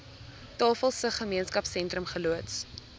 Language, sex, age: Afrikaans, female, 19